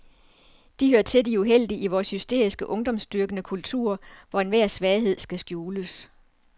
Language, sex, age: Danish, female, 47